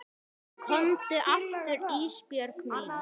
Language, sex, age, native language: Icelandic, male, 10, Icelandic